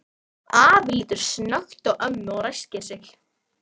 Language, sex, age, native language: Icelandic, female, 11, Icelandic